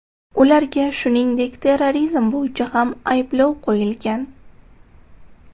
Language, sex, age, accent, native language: Uzbek, female, 18-24, Toshkent shahri, Uzbek